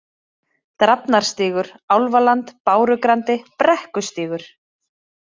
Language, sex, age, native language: Icelandic, female, 30-39, Icelandic